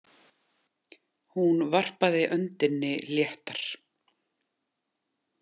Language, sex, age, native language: Icelandic, female, 40-49, Icelandic